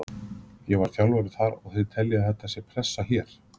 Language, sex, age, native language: Icelandic, male, 30-39, Icelandic